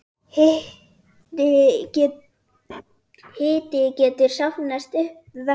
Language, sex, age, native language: Icelandic, female, 10, Icelandic